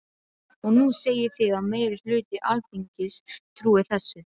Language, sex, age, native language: Icelandic, female, 12, Icelandic